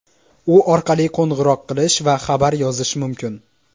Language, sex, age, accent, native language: Uzbek, male, 18-24, Toshkent shahri, Uzbek